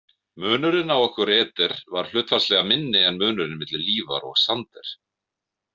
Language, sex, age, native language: Icelandic, male, 50-59, Icelandic